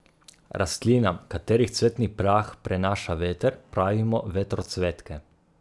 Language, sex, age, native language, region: Slovenian, male, 30-49, Slovenian, Gorica region